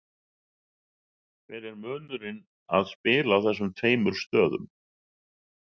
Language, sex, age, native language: Icelandic, male, 60-69, Icelandic